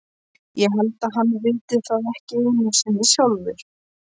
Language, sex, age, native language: Icelandic, male, 13, Polish